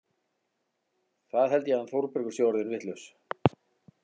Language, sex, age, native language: Icelandic, male, 40-49, Icelandic